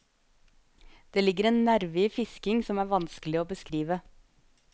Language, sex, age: Norwegian, female, 25